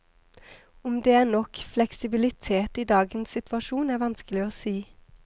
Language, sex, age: Norwegian, female, 23